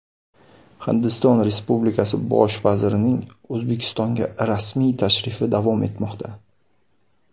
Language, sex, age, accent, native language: Uzbek, male, 19-29, Samarqand, Uzbek